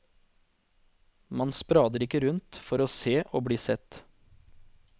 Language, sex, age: Norwegian, male, 40